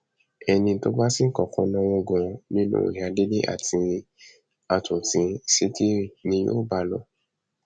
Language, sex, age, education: Yoruba, male, 15-29, tertiary